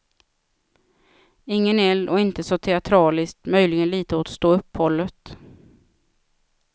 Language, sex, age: Swedish, female, 36